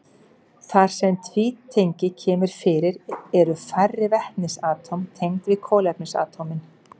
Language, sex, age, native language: Icelandic, female, 50-59, Icelandic